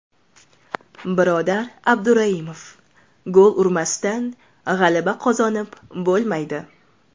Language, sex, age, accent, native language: Uzbek, female, 18-24, Toshkent shahri, Uzbek